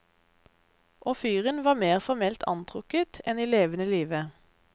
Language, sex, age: Norwegian, female, 32